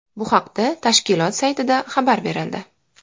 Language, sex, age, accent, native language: Uzbek, female, 19-29, Farg'ona, Uzbek